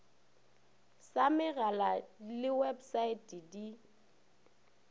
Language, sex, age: Northern Sotho, female, 24